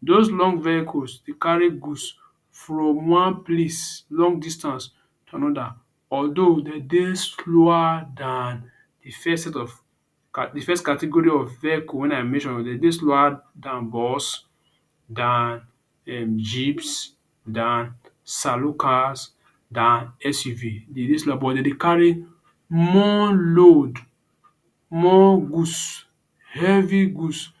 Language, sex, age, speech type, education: Nigerian Pidgin, male, 30-45, spontaneous, tertiary